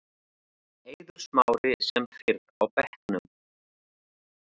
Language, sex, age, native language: Icelandic, male, 40-49, Icelandic